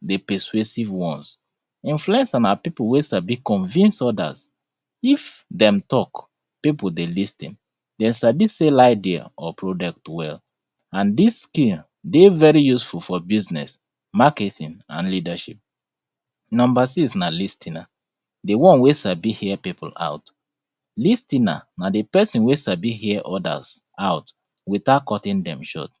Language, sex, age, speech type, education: Nigerian Pidgin, male, 30-45, spontaneous, tertiary